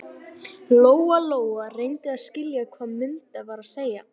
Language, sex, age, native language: Icelandic, female, 11, Icelandic